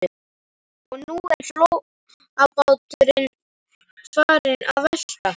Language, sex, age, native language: Icelandic, male, 11, Icelandic